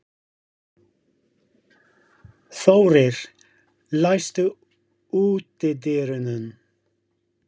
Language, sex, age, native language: Icelandic, male, 50-59, English